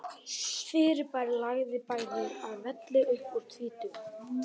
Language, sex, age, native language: Icelandic, male, 12, Icelandic